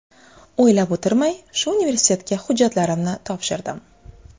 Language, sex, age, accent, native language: Uzbek, female, 25-34, Xorazm, Uzbek